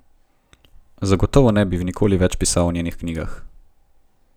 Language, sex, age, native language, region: Slovenian, male, 18-29, Slovenian, Gorenjska region